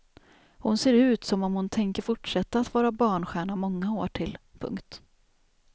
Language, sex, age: Swedish, female, 28